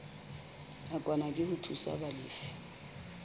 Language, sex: Southern Sotho, female